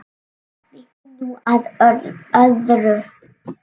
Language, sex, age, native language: Icelandic, male, 7, Icelandic